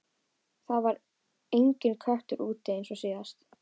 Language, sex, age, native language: Icelandic, female, 12, Icelandic